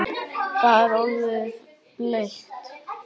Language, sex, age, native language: Icelandic, male, 8, Icelandic